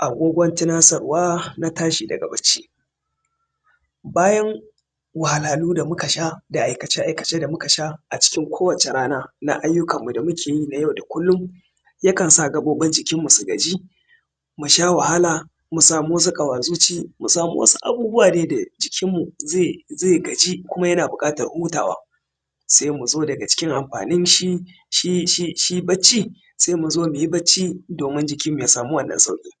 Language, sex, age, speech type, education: Hausa, male, 30-45, spontaneous, tertiary